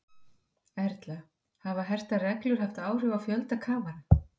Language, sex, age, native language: Icelandic, female, 50-59, Icelandic